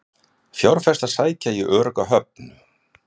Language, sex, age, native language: Icelandic, male, 60-69, Icelandic